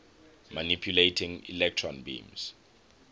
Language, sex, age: English, male, 21